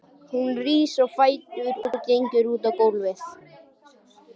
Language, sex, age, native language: Icelandic, male, 12, Icelandic